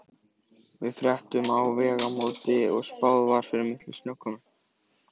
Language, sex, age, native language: Icelandic, male, 14, Icelandic